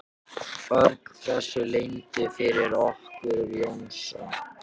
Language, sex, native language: Icelandic, other, Japanese